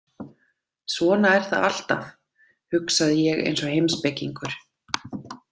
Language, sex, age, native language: Icelandic, female, 30-39, Icelandic